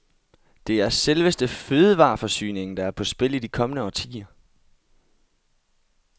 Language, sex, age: Danish, male, 22